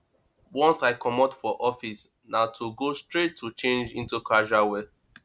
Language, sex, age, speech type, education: Nigerian Pidgin, male, 30-45, spontaneous, tertiary